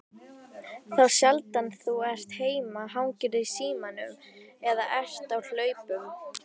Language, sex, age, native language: Icelandic, male, 18-19, Icelandic